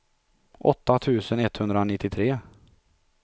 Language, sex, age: Swedish, male, 43